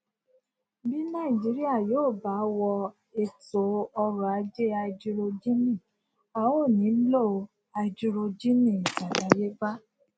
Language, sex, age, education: Yoruba, female, 46-60, tertiary